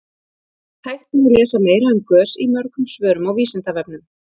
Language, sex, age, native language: Icelandic, female, 30-39, Icelandic